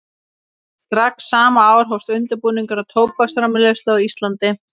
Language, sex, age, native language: Icelandic, female, 30-39, Icelandic